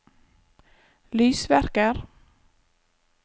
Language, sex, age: Norwegian, female, 34